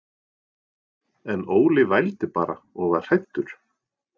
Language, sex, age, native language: Icelandic, male, 40-49, Norwegian